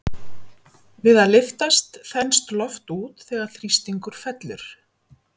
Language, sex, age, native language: Icelandic, female, 50-59, Icelandic